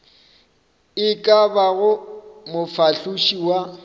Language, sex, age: Northern Sotho, male, 26